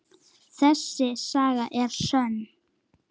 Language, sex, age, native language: Icelandic, female, 9, Icelandic